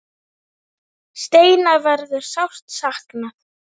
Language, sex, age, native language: Icelandic, female, 9, Icelandic